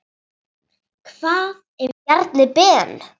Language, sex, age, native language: Icelandic, female, 8, Icelandic